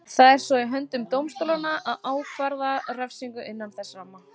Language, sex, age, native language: Icelandic, female, 20-29, Icelandic